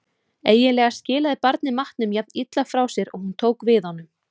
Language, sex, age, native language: Icelandic, female, 30-39, Icelandic